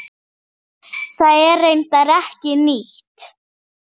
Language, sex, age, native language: Icelandic, female, 8, Icelandic